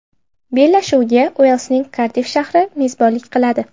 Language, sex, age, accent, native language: Uzbek, female, 12-17, Namangan, Uzbek